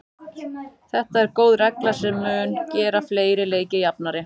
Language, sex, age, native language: Icelandic, male, 30-39, Icelandic